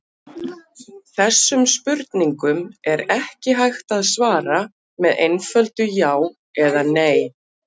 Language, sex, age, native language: Icelandic, female, 50-59, Icelandic